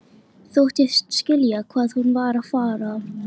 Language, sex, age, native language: Icelandic, female, 13, Icelandic